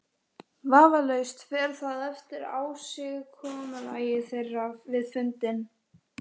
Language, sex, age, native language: Icelandic, female, 11, Icelandic